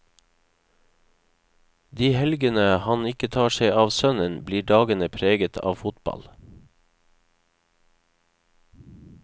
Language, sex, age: Norwegian, male, 31